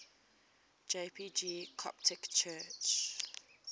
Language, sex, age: English, female, 20